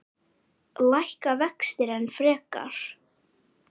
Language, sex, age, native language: Icelandic, male, 10, Icelandic